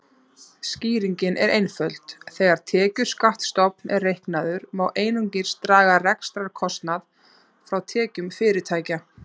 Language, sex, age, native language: Icelandic, female, 30-39, Icelandic